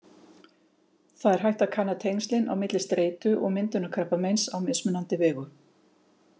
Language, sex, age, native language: Icelandic, female, 50-59, Icelandic